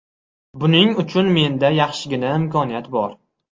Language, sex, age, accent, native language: Uzbek, male, 12-17, Qashqadaryo, Uzbek